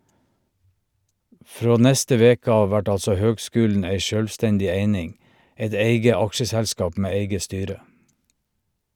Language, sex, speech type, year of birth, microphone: Norwegian, male, read, 1951, Shure